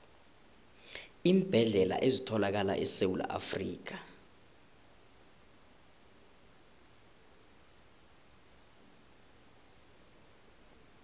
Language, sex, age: South Ndebele, male, 20